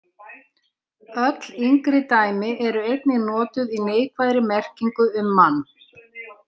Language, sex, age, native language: Icelandic, female, 60-69, Icelandic